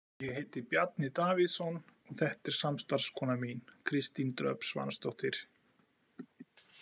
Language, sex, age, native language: Icelandic, male, 40-49, Icelandic